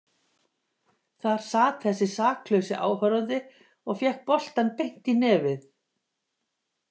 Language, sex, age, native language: Icelandic, female, 50-59, Icelandic